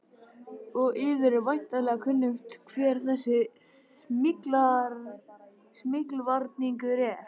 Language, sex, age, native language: Icelandic, male, 11, Icelandic